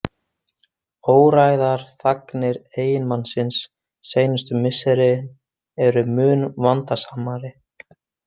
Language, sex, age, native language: Icelandic, male, 20-29, Icelandic